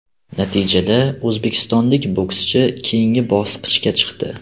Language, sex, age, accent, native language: Uzbek, male, 18-24, Farg'ona, Uzbek